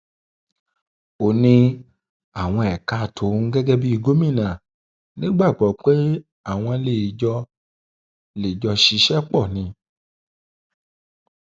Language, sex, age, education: Yoruba, male, 30-45, tertiary